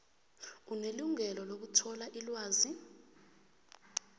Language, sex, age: South Ndebele, female, 24